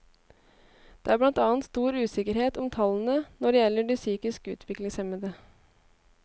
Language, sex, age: Norwegian, female, 18